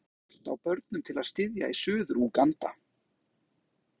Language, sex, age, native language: Icelandic, male, 20-29, Icelandic